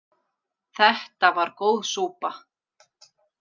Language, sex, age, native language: Icelandic, female, 40-49, Icelandic